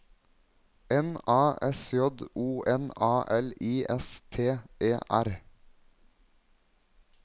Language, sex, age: Norwegian, male, 21